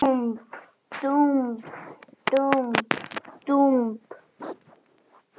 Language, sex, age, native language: Icelandic, female, 9, Icelandic